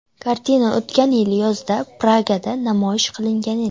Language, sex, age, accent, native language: Uzbek, female, 19-29, Namangan, Uzbek